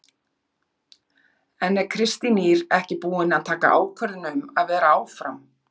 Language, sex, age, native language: Icelandic, female, 40-49, Icelandic